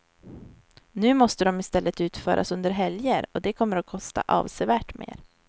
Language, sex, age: Swedish, female, 23